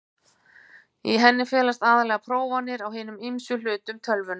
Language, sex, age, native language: Icelandic, female, 50-59, Icelandic